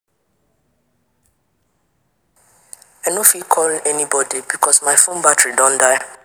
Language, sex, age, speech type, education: Nigerian Pidgin, female, 15-29, spontaneous, tertiary